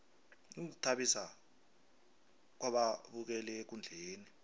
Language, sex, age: South Ndebele, male, 23